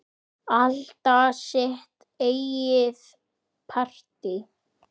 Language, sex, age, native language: Icelandic, male, 10, Icelandic